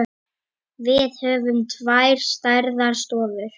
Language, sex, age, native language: Icelandic, male, 10, Icelandic